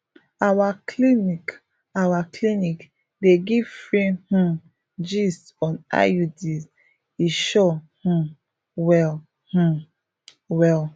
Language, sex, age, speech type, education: Nigerian Pidgin, female, 15-29, spontaneous, tertiary